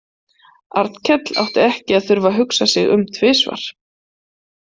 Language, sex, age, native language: Icelandic, female, 40-49, Icelandic